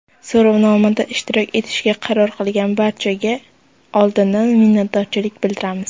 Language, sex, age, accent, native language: Uzbek, female, under 19, Surxondaryo, Uzbek